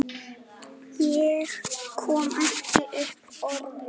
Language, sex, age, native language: Icelandic, female, 7, Icelandic